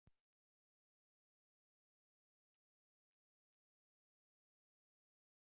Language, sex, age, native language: Icelandic, male, 60-69, Icelandic